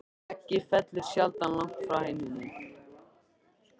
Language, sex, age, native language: Icelandic, male, 13, Icelandic